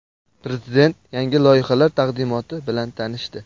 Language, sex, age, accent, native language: Uzbek, male, under 19, Andijon, Uzbek